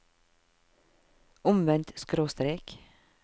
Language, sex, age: Norwegian, female, 52